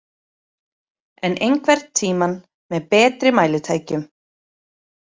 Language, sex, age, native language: Icelandic, female, 30-39, Icelandic